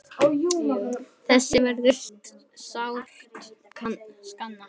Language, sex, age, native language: Icelandic, female, 10, Icelandic